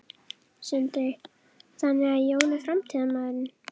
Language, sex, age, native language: Icelandic, female, 11, Icelandic